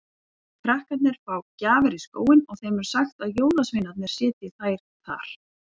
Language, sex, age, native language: Icelandic, female, 40-49, Icelandic